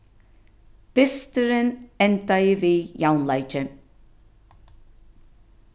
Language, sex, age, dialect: Faroese, female, 36-60, Norðurstreymoy/Eysturoy